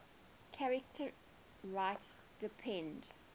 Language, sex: English, female